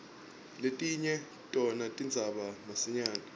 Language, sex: Swati, male